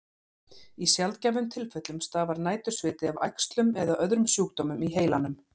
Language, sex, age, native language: Icelandic, female, 40-49, Icelandic